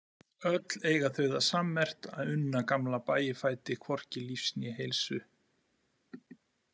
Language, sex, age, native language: Icelandic, male, 40-49, Icelandic